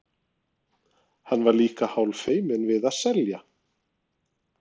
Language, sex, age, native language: Icelandic, male, 40-49, Norwegian